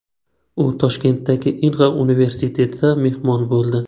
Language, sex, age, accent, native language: Uzbek, male, 25-34, Qashqadaryo, Uzbek